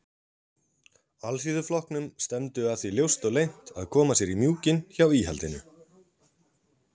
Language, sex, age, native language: Icelandic, male, 40-49, Icelandic